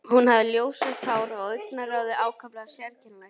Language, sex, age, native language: Icelandic, male, 11, Icelandic